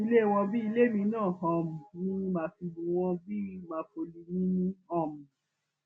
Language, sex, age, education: Yoruba, female, 15-29, tertiary